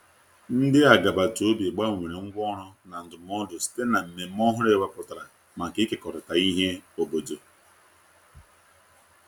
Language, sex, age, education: Igbo, male, 30-45, tertiary